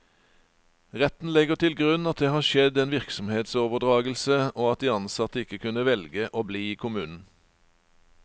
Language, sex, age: Norwegian, male, 49